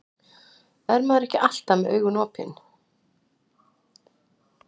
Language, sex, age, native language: Icelandic, female, 60-69, Icelandic